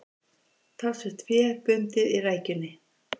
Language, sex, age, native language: Icelandic, female, 50-59, Icelandic